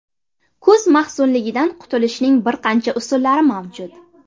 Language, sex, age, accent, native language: Uzbek, female, 18-24, Navoiy, Uzbek